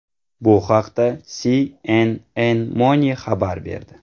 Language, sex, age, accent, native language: Uzbek, male, 18-24, Navoiy, Uzbek